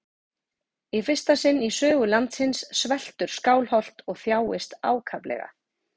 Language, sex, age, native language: Icelandic, female, 40-49, Icelandic